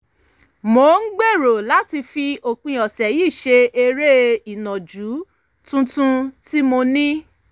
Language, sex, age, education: Yoruba, female, 30-45, tertiary